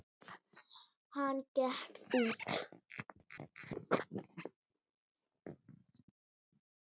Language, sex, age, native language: Icelandic, female, 9, Icelandic